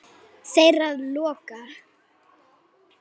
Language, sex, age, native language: Icelandic, female, 9, Icelandic